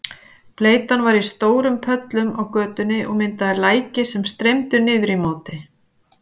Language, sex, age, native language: Icelandic, female, 50-59, Icelandic